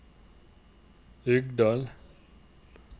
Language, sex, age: Norwegian, male, 29